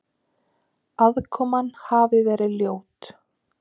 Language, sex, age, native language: Icelandic, female, 30-39, Icelandic